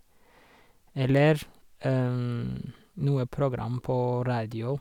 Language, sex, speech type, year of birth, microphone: Norwegian, male, spontaneous, 1986, Sennheiser